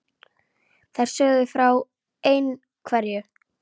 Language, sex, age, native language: Icelandic, female, 9, Icelandic